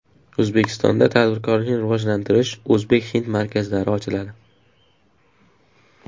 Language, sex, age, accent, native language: Uzbek, male, 18-24, Farg'ona, Uzbek